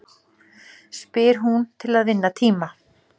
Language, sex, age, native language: Icelandic, female, 40-49, Icelandic